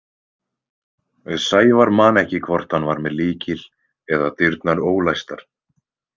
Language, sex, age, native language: Icelandic, male, 20-29, Icelandic